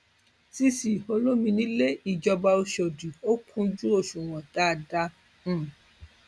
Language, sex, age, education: Yoruba, female, 46-60, tertiary